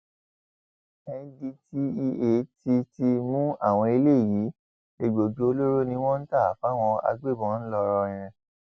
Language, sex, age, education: Yoruba, male, 30-45, tertiary